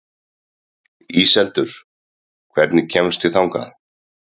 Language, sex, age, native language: Icelandic, male, 30-39, Icelandic